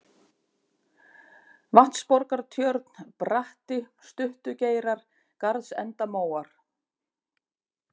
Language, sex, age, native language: Icelandic, female, 50-59, Icelandic